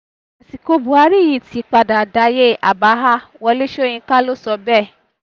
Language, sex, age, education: Yoruba, female, 15-29, tertiary